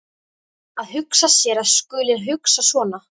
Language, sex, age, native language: Icelandic, female, 13, Icelandic